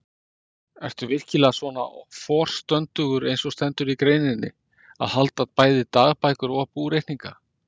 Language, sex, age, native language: Icelandic, male, 50-59, Icelandic